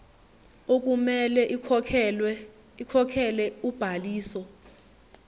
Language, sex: Zulu, female